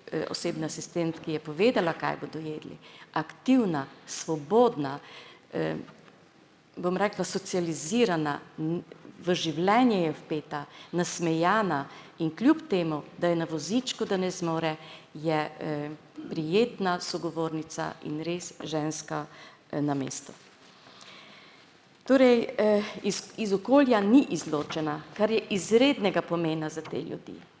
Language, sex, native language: Slovenian, female, Slovenian